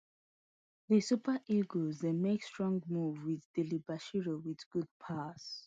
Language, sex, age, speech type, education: Nigerian Pidgin, female, 30-45, spontaneous, tertiary